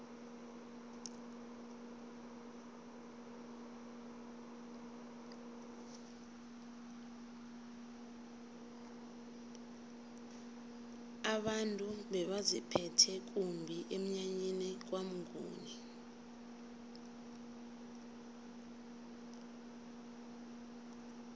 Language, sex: South Ndebele, female